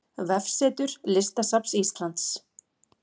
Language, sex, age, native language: Icelandic, female, 40-49, Icelandic